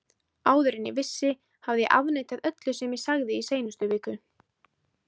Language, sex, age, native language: Icelandic, female, 20-29, Icelandic